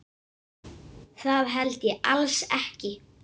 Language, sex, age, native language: Icelandic, male, 6, Icelandic